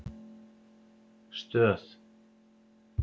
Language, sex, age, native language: Icelandic, male, 50-59, Icelandic